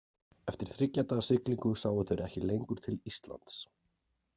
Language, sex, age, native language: Icelandic, male, 40-49, Icelandic